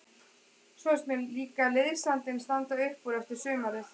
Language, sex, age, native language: Icelandic, female, 20-29, Icelandic